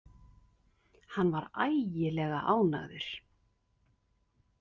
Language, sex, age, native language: Icelandic, female, 50-59, Icelandic